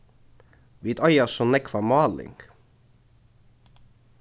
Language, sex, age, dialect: Faroese, male, 15-35, Norðurstreymoy/Eysturoy